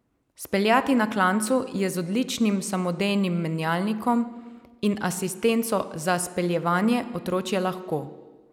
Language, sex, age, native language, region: Slovenian, female, 30-49, Slovenian, Savinja region